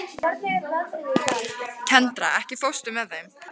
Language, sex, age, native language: Icelandic, female, 13, Icelandic